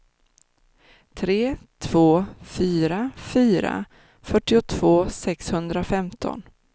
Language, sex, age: Swedish, female, 30